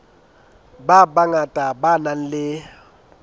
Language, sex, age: Southern Sotho, male, 22